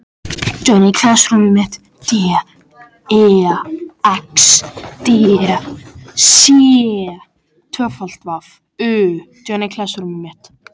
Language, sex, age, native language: Icelandic, male, 13, Icelandic